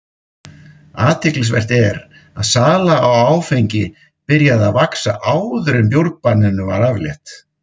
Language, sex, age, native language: Icelandic, male, 50-59, Icelandic